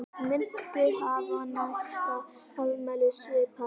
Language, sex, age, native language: Icelandic, female, 10, Icelandic